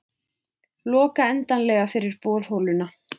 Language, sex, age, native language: Icelandic, female, 20-29, Icelandic